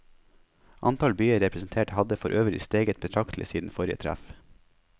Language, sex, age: Norwegian, male, 21